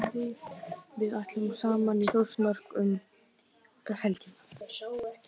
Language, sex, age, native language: Icelandic, male, 12, Icelandic